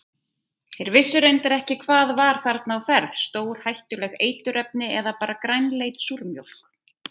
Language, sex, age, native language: Icelandic, female, 30-39, Icelandic